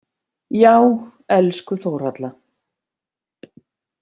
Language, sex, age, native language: Icelandic, female, 50-59, Icelandic